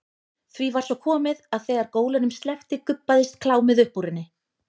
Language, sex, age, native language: Icelandic, female, 30-39, Icelandic